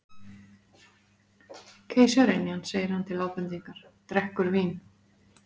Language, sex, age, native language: Icelandic, female, 40-49, Icelandic